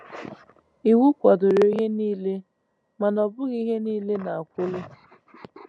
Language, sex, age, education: Igbo, female, 15-29, tertiary